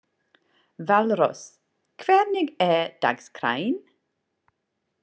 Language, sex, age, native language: Icelandic, female, 40-49, English